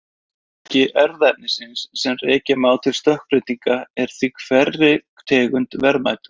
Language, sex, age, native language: Icelandic, male, 30-39, Icelandic